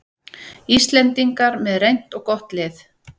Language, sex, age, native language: Icelandic, female, 40-49, Icelandic